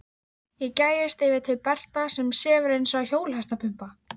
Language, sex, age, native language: Icelandic, female, 13, Icelandic